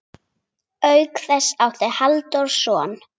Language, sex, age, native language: Icelandic, female, 8, Icelandic